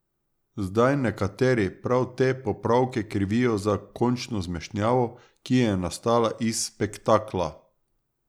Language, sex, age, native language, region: Slovenian, male, 30-49, Slovenian, Drava region